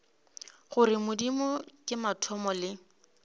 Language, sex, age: Northern Sotho, female, 25